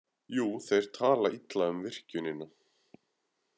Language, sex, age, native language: Icelandic, male, 30-39, Icelandic